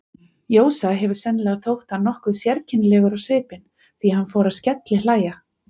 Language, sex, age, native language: Icelandic, female, 40-49, Icelandic